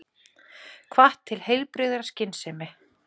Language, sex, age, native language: Icelandic, female, 40-49, Icelandic